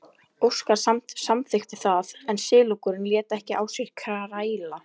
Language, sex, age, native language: Icelandic, female, 11, Icelandic